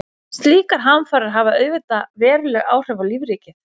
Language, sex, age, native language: Icelandic, female, 40-49, Icelandic